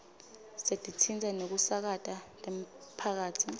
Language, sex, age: Swati, female, 25